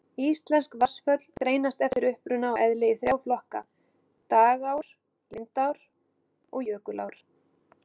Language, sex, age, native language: Icelandic, female, 40-49, Icelandic